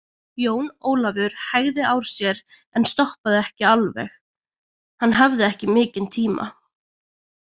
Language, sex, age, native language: Icelandic, female, 20-29, Icelandic